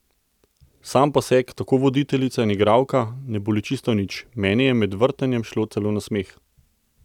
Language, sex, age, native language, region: Slovenian, male, 30-49, Slovenian, Central Slovenia